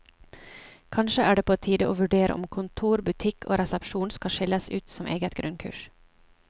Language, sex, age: Norwegian, female, 27